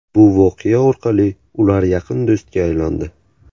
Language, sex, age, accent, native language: Uzbek, male, 18-24, Buxoro, Uzbek